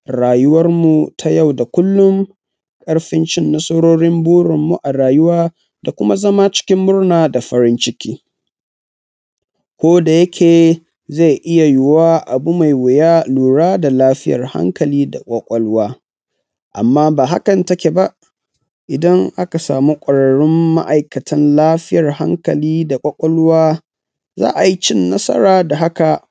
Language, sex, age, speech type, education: Hausa, male, 15-29, spontaneous, tertiary